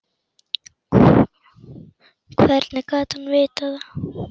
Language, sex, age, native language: Icelandic, female, 9, Icelandic